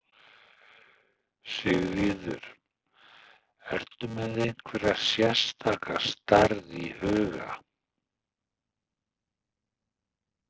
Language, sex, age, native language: Icelandic, male, 60-69, Icelandic